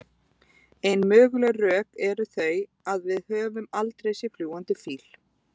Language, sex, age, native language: Icelandic, female, 20-29, Icelandic